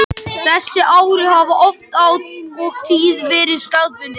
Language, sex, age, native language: Icelandic, male, 18-19, Icelandic